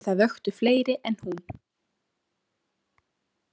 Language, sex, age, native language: Icelandic, female, 18-19, Icelandic